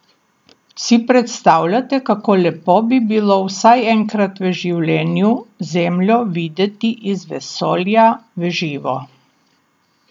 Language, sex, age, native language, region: Slovenian, female, 60+, Slovenian, Southeast Slovenia